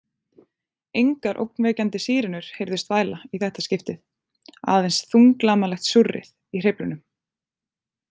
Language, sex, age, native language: Icelandic, female, 20-29, Icelandic